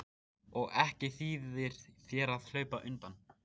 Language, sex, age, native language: Icelandic, male, 14, Icelandic